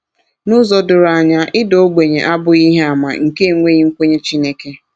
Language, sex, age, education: Igbo, female, 30-45, tertiary